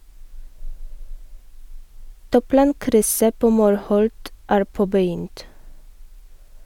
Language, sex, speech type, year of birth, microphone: Norwegian, female, read, 1987, Sennheiser